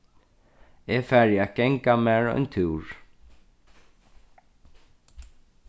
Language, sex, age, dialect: Faroese, male, 36-60, Norðurstreymoy/Eysturoy